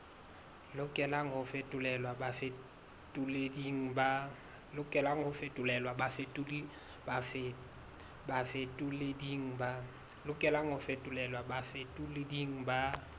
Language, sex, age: Southern Sotho, male, 22